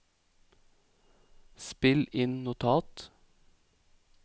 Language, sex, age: Norwegian, male, 28